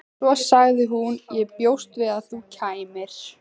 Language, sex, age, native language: Icelandic, female, 15, Icelandic